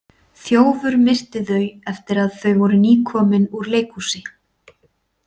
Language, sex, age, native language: Icelandic, female, 40-49, Icelandic